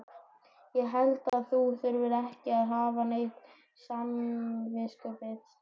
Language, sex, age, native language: Icelandic, male, 12, Icelandic